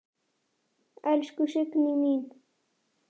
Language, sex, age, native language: Icelandic, male, 9, Icelandic